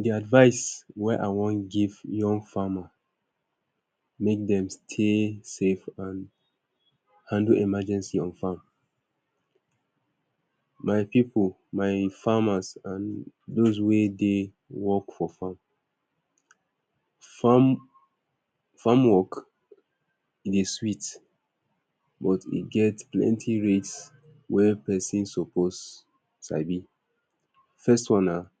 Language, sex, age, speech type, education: Nigerian Pidgin, male, 30-45, spontaneous, tertiary